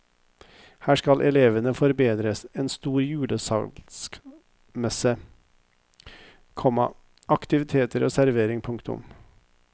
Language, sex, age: Norwegian, male, 50